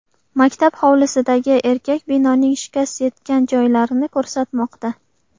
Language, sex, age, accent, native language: Uzbek, female, 18-24, Qashqadaryo, Uzbek